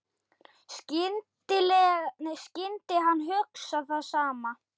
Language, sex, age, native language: Icelandic, male, 8, Icelandic